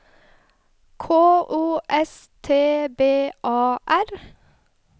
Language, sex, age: Norwegian, female, 21